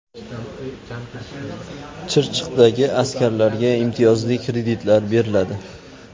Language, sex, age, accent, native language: Uzbek, male, 25-34, Farg'ona, Uzbek